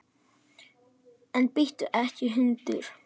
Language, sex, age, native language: Icelandic, male, 10, Icelandic